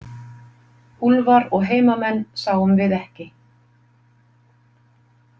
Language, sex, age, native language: Icelandic, female, 50-59, Icelandic